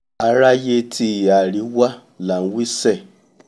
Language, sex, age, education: Yoruba, male, 30-45, tertiary